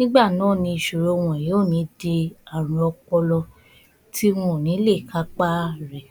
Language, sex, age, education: Yoruba, female, 15-29, tertiary